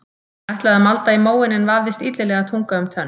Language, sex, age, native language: Icelandic, female, 50-59, Icelandic